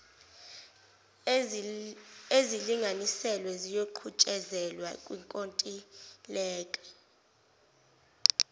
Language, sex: Zulu, female